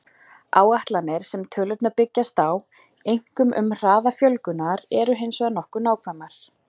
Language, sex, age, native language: Icelandic, female, 40-49, Icelandic